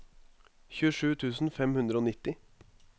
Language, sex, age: Norwegian, male, 21